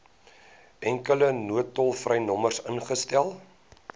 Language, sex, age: Afrikaans, male, 19